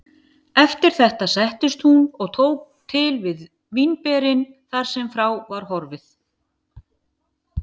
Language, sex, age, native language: Icelandic, female, 50-59, Icelandic